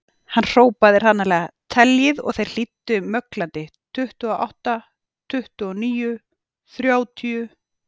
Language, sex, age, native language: Icelandic, female, 40-49, Icelandic